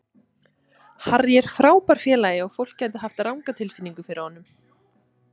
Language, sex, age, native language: Icelandic, female, 20-29, Icelandic